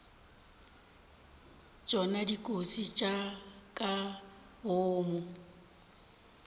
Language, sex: Northern Sotho, female